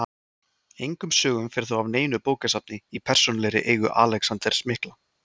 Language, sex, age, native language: Icelandic, male, 20-29, Icelandic